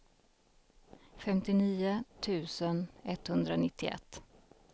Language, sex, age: Swedish, female, 33